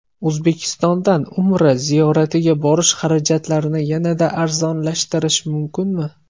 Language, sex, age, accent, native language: Uzbek, male, 18-24, Toshkent viloyati, Uzbek